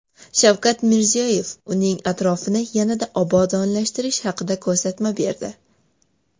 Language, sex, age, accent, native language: Uzbek, female, 12-17, Toshkent shahri, Uzbek